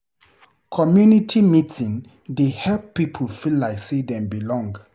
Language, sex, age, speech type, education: Nigerian Pidgin, male, 30-45, read, tertiary